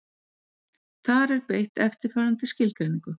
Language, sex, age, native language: Icelandic, female, 40-49, Icelandic